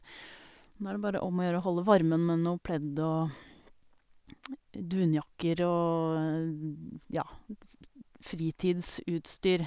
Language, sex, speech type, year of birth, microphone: Norwegian, female, spontaneous, 1971, Sennheiser